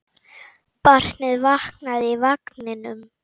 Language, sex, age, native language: Icelandic, female, 8, Icelandic